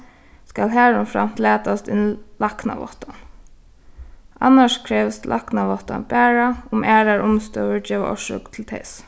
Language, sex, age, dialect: Faroese, female, 15-35, Suðuroy